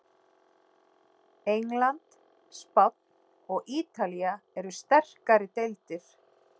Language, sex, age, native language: Icelandic, female, 40-49, Icelandic